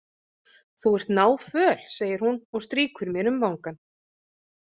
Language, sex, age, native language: Icelandic, female, 30-39, Icelandic